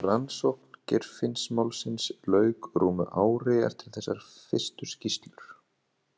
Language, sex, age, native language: Icelandic, male, 30-39, Icelandic